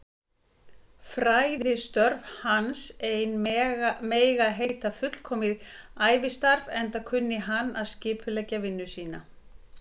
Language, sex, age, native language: Icelandic, female, 50-59, Icelandic